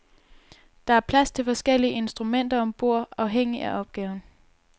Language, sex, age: Danish, female, 22